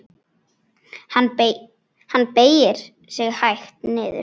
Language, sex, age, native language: Icelandic, female, 9, Icelandic